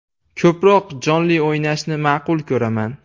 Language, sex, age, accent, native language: Uzbek, male, 18-24, Andijon, Uzbek